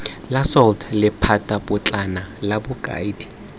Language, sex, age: Tswana, male, 21